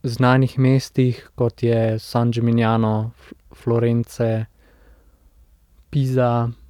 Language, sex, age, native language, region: Slovenian, male, 18-29, Slovenian, Central Slovenia